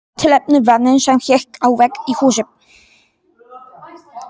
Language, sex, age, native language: Icelandic, male, 18-19, Polish